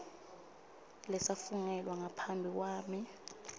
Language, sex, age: Swati, female, 25